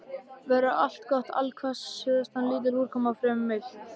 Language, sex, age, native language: Icelandic, male, 13, Icelandic